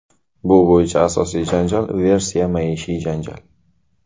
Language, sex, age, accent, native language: Uzbek, male, 18-24, Qashqadaryo, Uzbek